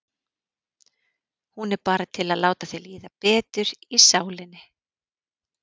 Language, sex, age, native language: Icelandic, female, 40-49, Icelandic